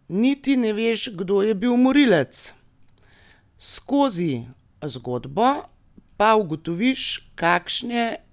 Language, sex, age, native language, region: Slovenian, female, 30-49, Slovenian, Gorenjska region